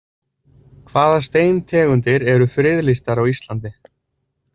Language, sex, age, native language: Icelandic, male, 20-29, Icelandic